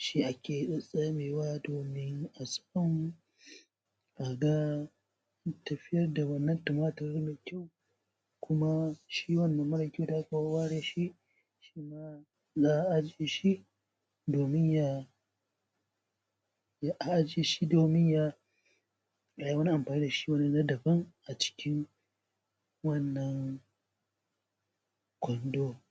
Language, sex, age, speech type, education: Hausa, male, 15-29, spontaneous, primary